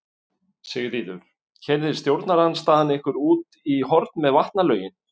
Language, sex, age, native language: Icelandic, male, 50-59, Icelandic